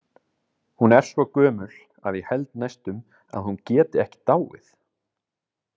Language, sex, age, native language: Icelandic, male, 30-39, Icelandic